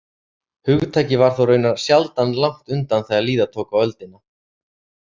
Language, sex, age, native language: Icelandic, male, 30-39, Icelandic